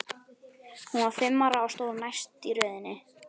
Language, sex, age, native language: Icelandic, female, 11, Icelandic